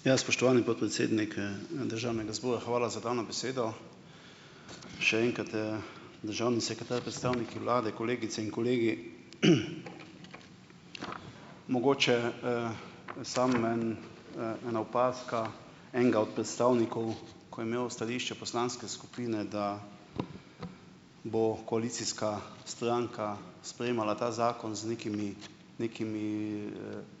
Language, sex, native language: Slovenian, male, Slovenian